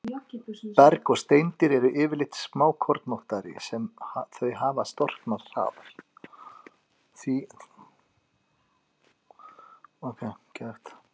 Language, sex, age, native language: Icelandic, other, 50-59, Icelandic